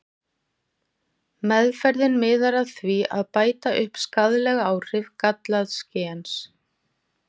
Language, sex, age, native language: Icelandic, female, 40-49, Icelandic